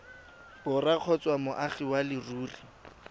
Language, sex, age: Tswana, male, 20